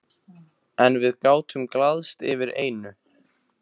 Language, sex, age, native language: Icelandic, male, 15, Icelandic